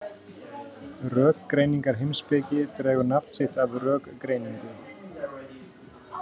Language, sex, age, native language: Icelandic, male, 50-59, Icelandic